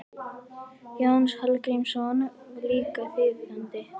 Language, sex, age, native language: Icelandic, female, 11, Icelandic